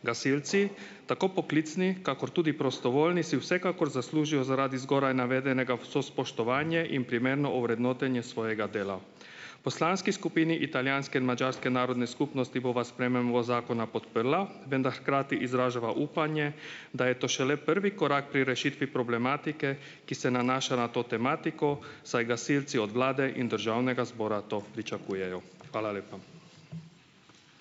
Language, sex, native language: Slovenian, male, Hungarian